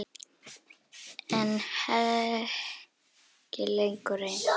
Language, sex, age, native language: Icelandic, female, 10, Icelandic